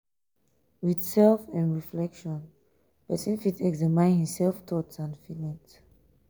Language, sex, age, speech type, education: Nigerian Pidgin, female, 15-29, spontaneous, tertiary